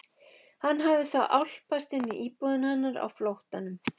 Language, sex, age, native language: Icelandic, female, 11, Icelandic